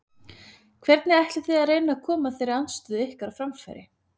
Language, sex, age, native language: Icelandic, female, 30-39, Icelandic